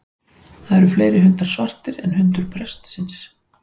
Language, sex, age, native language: Icelandic, female, 40-49, Icelandic